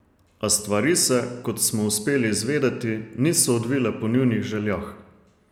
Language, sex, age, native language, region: Slovenian, male, 30-49, Slovenian, Savinja region